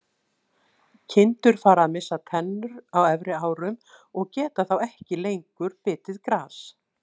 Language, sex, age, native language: Icelandic, female, 60-69, Icelandic